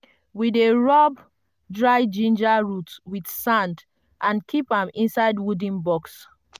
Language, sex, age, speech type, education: Nigerian Pidgin, female, 30-45, spontaneous, tertiary